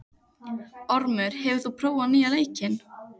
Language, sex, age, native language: Icelandic, female, 15, Icelandic